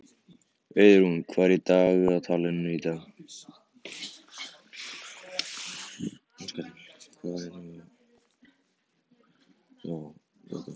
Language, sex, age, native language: Icelandic, other, 14, Icelandic